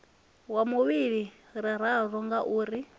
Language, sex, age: Venda, female, 25